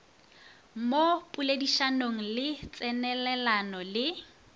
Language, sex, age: Northern Sotho, female, 24